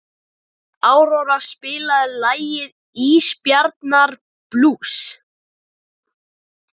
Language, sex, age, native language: Icelandic, male, 11, Icelandic